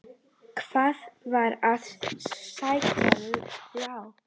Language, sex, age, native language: Icelandic, female, 40-49, Icelandic